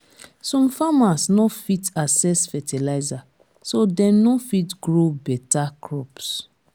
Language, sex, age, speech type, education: Nigerian Pidgin, female, 30-45, spontaneous, tertiary